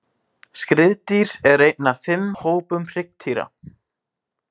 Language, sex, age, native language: Icelandic, male, 18-19, Icelandic